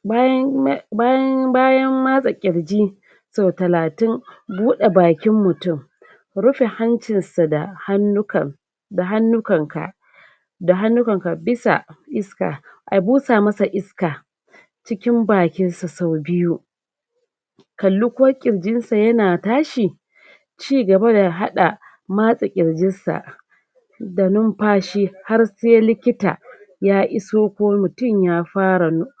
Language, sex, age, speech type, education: Hausa, female, 30-45, spontaneous, tertiary